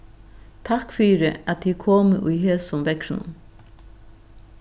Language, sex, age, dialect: Faroese, female, 36-60, Norðuroyggjar